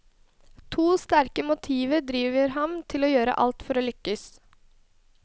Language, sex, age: Norwegian, female, 21